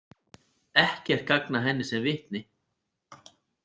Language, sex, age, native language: Icelandic, male, 40-49, Icelandic